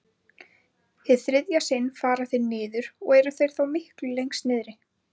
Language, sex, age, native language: Icelandic, female, 20-29, Icelandic